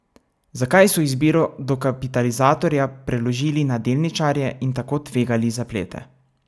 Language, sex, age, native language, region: Slovenian, male, 18-29, Slovenian, Savinja region